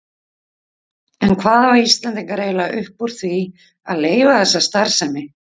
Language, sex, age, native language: Icelandic, female, 50-59, Icelandic